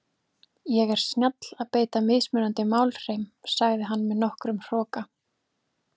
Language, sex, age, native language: Icelandic, female, 20-29, Icelandic